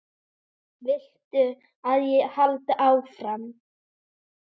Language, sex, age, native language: Icelandic, female, 10, Icelandic